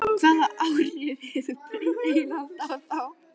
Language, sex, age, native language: Icelandic, female, 12, Icelandic